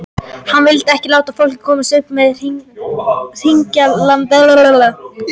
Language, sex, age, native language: Icelandic, female, 18-19, Icelandic